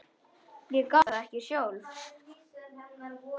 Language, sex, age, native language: Icelandic, male, 10, Icelandic